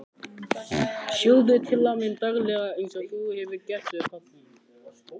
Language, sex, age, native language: Icelandic, male, 15, Icelandic